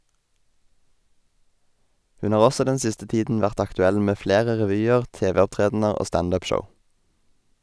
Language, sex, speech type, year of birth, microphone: Norwegian, male, read, 1990, Sennheiser